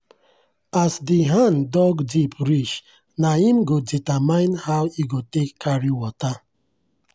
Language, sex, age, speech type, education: Nigerian Pidgin, male, 30-45, spontaneous, tertiary